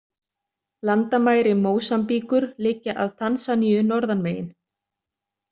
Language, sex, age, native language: Icelandic, other, 30-39, Icelandic